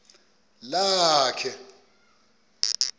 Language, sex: Xhosa, male